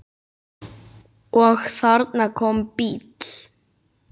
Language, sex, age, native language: Icelandic, male, 9, Icelandic